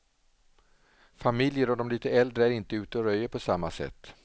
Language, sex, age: Swedish, male, 47